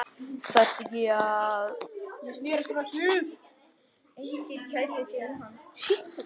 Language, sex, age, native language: Icelandic, male, 10, Icelandic